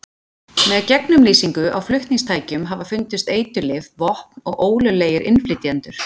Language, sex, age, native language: Icelandic, female, 40-49, Icelandic